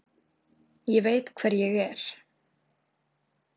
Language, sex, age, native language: Icelandic, female, 18-19, Icelandic